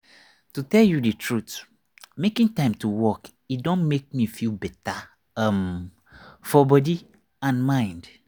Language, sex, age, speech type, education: Nigerian Pidgin, male, 30-45, spontaneous, tertiary